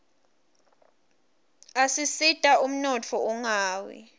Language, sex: Swati, female